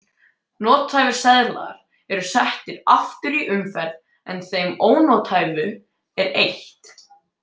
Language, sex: Icelandic, male